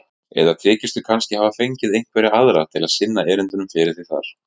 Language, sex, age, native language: Icelandic, male, 30-39, Icelandic